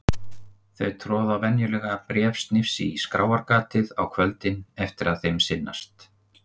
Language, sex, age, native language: Icelandic, male, 50-59, Icelandic